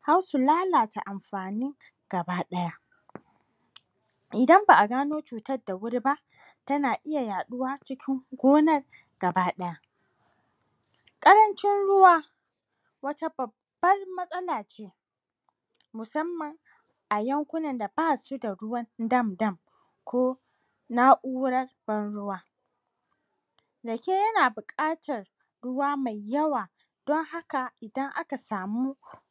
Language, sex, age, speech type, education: Hausa, female, 30-45, spontaneous, tertiary